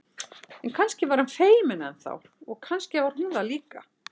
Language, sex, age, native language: Icelandic, female, 60-69, Icelandic